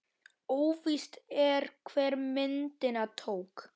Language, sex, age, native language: Icelandic, male, 9, Icelandic